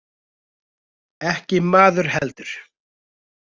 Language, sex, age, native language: Icelandic, male, 20-29, Icelandic